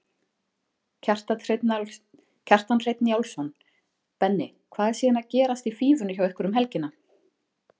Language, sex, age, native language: Icelandic, female, 40-49, Icelandic